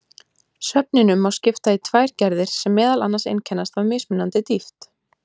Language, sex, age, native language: Icelandic, female, 20-29, Icelandic